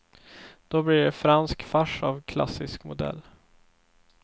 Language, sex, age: Swedish, male, 24